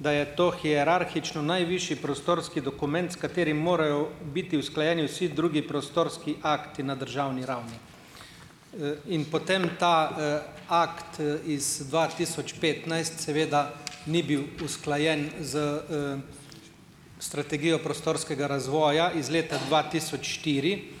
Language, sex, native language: Slovenian, male, Slovenian